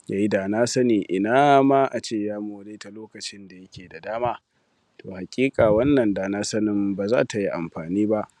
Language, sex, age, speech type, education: Hausa, male, 15-29, spontaneous, primary